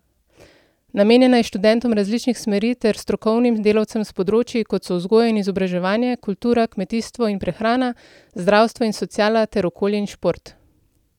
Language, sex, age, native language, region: Slovenian, female, 30-49, Slovenian, Central Slovenia